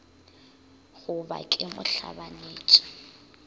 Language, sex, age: Northern Sotho, female, 22